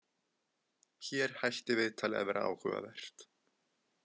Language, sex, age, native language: Icelandic, male, 20-29, Icelandic